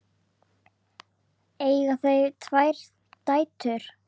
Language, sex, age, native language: Icelandic, female, 9, Icelandic